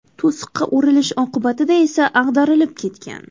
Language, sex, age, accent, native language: Uzbek, female, 18-24, Toshkent viloyati, Uzbek